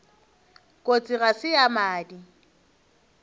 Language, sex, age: Northern Sotho, female, 23